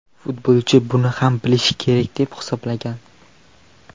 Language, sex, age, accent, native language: Uzbek, male, 18-24, Toshkent viloyati, Uzbek